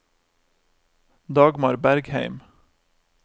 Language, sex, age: Norwegian, male, 28